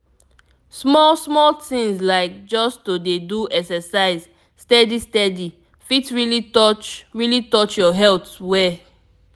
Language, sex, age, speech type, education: Nigerian Pidgin, female, 15-29, spontaneous, tertiary